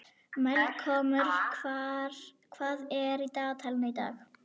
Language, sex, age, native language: Icelandic, female, 11, Icelandic